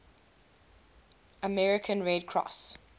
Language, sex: English, female